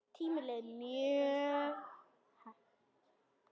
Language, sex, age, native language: Icelandic, female, 10, Icelandic